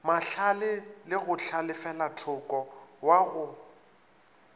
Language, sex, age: Northern Sotho, male, 24